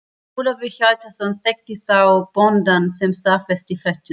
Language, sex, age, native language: Icelandic, female, 30-39, German